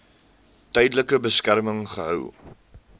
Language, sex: Afrikaans, male